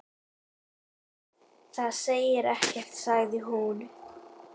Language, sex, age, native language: Icelandic, female, 10, Icelandic